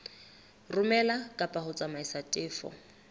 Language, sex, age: Southern Sotho, female, 24